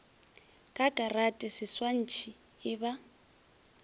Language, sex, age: Northern Sotho, female, 20